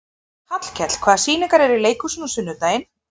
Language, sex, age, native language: Icelandic, female, 30-39, Icelandic